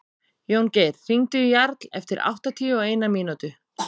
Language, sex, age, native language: Icelandic, female, 30-39, Icelandic